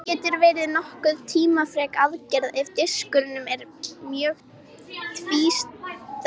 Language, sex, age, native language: Icelandic, female, 18-19, Icelandic